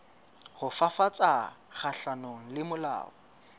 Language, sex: Southern Sotho, female